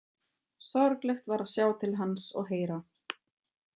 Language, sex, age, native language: Icelandic, female, 30-39, German